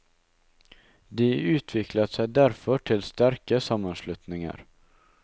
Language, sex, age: Norwegian, male, 19